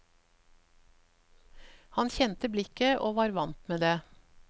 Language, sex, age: Norwegian, female, 54